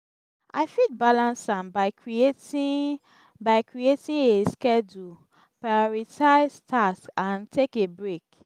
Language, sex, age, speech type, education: Nigerian Pidgin, female, 15-29, spontaneous, tertiary